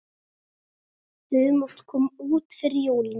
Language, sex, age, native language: Icelandic, male, 9, Icelandic